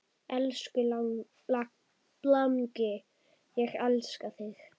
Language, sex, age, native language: Icelandic, female, 10, Icelandic